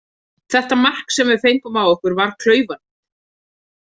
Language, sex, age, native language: Icelandic, female, 30-39, Icelandic